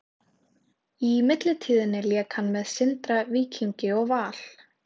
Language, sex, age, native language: Icelandic, female, 18-19, Icelandic